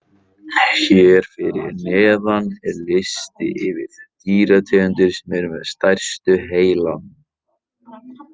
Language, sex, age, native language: Icelandic, male, 18-19, Icelandic